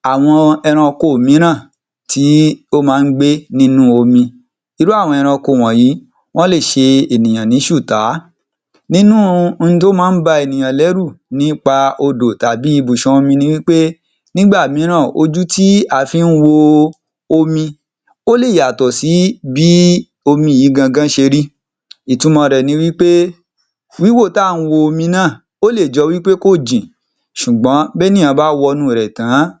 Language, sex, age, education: Yoruba, male, 30-45, tertiary